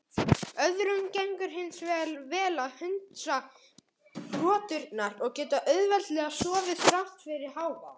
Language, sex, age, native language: Icelandic, male, 18-19, Icelandic